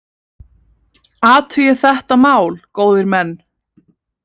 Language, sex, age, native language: Icelandic, female, 20-29, Icelandic